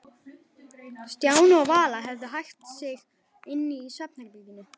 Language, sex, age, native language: Icelandic, female, 11, Icelandic